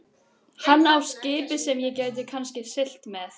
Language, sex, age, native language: Icelandic, other, 12, Icelandic